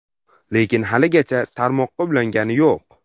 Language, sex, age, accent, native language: Uzbek, male, under 19, Farg'ona, Uzbek